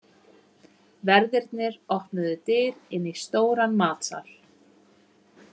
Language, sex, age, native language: Icelandic, female, 30-39, Icelandic